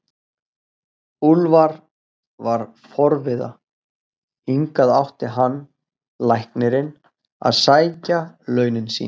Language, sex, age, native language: Icelandic, male, 40-49, Icelandic